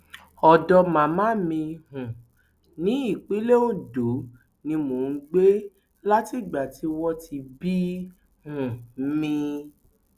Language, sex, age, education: Yoruba, female, 30-45, tertiary